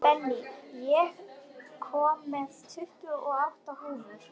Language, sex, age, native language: Icelandic, female, 18-19, Icelandic